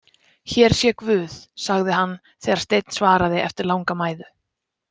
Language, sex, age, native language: Icelandic, female, 20-29, Icelandic